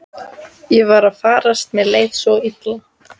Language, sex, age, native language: Icelandic, female, 14, Icelandic